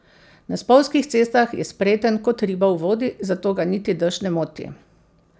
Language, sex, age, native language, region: Slovenian, female, 50-59, Slovenian, Central Slovenia